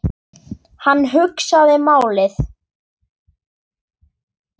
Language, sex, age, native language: Icelandic, male, 8, Icelandic